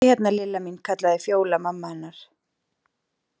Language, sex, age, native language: Icelandic, female, 40-49, Icelandic